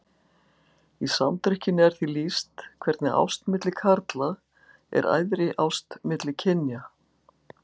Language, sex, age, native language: Icelandic, female, 60-69, Icelandic